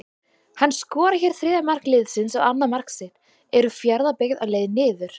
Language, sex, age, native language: Icelandic, female, 20-29, Icelandic